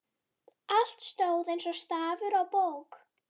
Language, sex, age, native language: Icelandic, female, 12, Icelandic